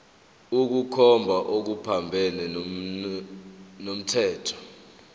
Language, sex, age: Zulu, male, 23